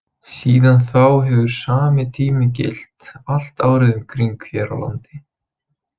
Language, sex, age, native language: Icelandic, male, 20-29, Icelandic